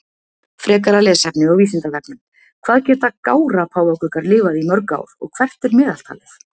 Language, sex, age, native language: Icelandic, female, 50-59, Icelandic